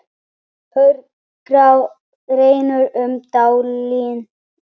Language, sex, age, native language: Icelandic, male, 9, Icelandic